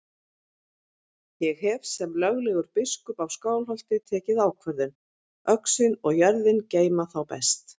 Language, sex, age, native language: Icelandic, female, 50-59, Icelandic